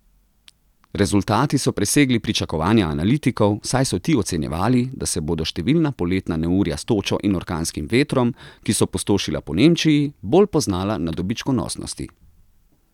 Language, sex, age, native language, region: Slovenian, male, 30-49, Slovenian, Central Slovenia